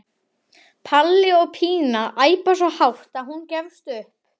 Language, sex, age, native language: Icelandic, male, 12, Icelandic